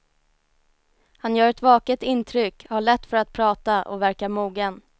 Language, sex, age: Swedish, female, 19